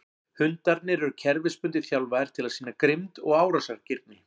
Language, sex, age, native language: Icelandic, male, 40-49, Icelandic